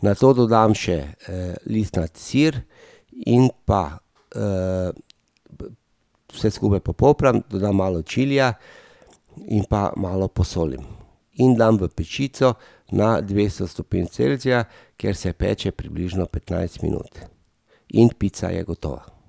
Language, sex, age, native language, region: Slovenian, male, 50-59, Slovenian, Drava region